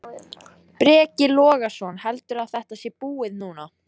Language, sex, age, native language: Icelandic, female, 14, Icelandic